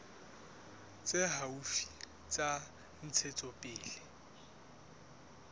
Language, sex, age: Southern Sotho, male, 19